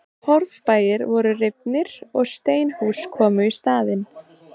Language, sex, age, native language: Icelandic, female, 20-29, Icelandic